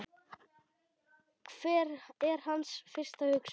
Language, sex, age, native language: Icelandic, male, 8, Icelandic